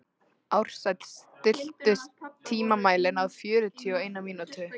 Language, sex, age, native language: Icelandic, female, 13, Icelandic